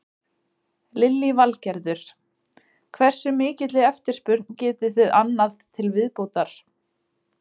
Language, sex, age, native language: Icelandic, female, 20-29, Icelandic